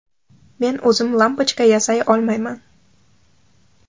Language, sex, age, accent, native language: Uzbek, female, under 19, Toshkent shahri, Uzbek